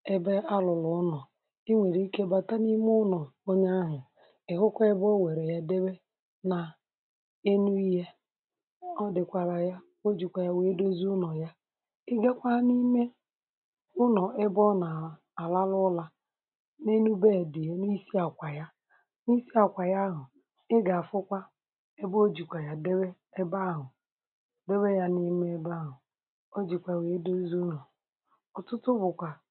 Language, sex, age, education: Igbo, male, 30-45, tertiary